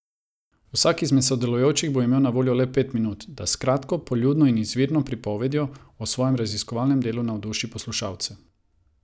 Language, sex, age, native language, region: Slovenian, male, 30-49, Croatian, Savinja region